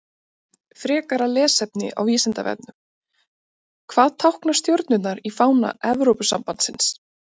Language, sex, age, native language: Icelandic, female, 30-39, Icelandic